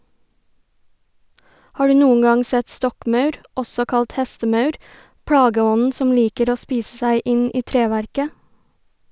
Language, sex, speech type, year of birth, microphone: Norwegian, female, read, 1990, Sennheiser